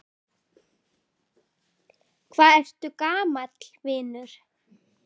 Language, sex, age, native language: Icelandic, female, 9, Icelandic